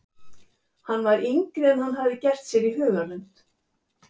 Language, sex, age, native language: Icelandic, female, 70-79, Icelandic